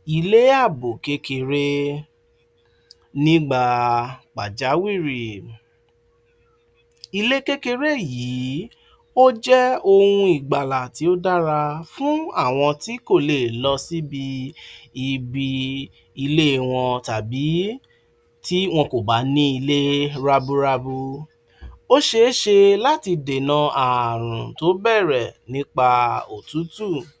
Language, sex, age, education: Yoruba, male, 46-60, tertiary